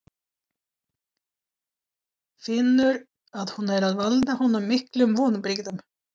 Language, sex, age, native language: Icelandic, female, 40-49, Swedish